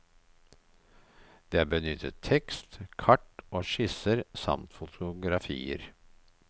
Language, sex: Norwegian, male